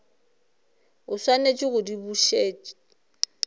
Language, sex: Northern Sotho, female